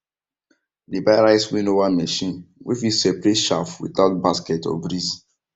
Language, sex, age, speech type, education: Nigerian Pidgin, male, 15-29, spontaneous, tertiary